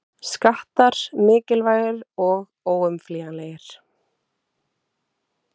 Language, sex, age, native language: Icelandic, female, 30-39, Icelandic